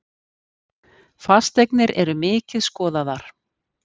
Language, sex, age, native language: Icelandic, female, 50-59, Icelandic